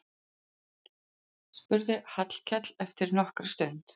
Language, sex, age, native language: Icelandic, female, 40-49, Icelandic